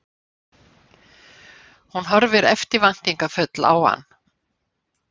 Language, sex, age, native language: Icelandic, female, 60-69, Icelandic